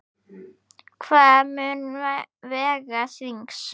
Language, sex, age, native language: Icelandic, female, 9, Icelandic